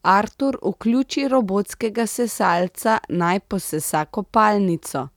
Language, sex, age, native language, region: Slovenian, female, 30-49, Slovenian, Central Slovenia